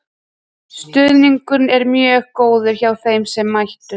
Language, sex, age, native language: Icelandic, female, 30-39, Icelandic